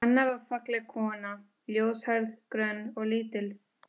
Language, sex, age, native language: Icelandic, female, 13, Spanish